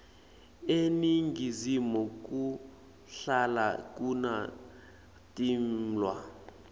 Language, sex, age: Swati, male, 18